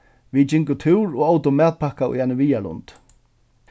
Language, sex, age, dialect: Faroese, male, 36-60, Suðurstreymoy